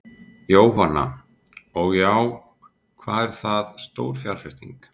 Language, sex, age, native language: Icelandic, male, 40-49, Icelandic